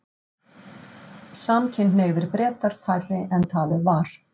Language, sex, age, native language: Icelandic, female, 50-59, Icelandic